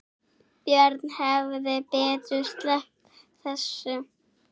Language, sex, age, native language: Icelandic, female, 6, Icelandic